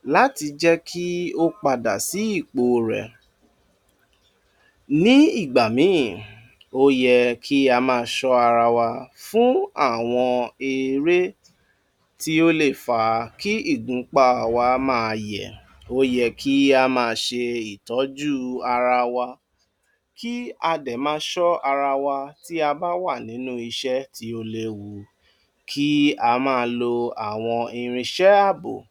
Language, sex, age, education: Yoruba, male, 46-60, tertiary